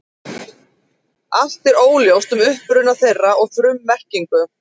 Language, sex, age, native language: Icelandic, female, 40-49, Icelandic